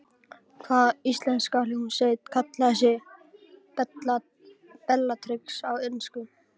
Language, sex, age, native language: Icelandic, male, 18-19, Icelandic